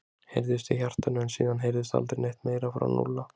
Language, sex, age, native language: Icelandic, male, 20-29, Icelandic